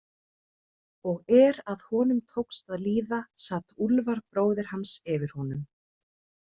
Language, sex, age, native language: Icelandic, female, 30-39, Icelandic